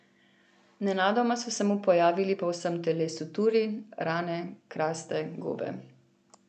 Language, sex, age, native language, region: Slovenian, female, 18-29, Slovenian, Central Slovenia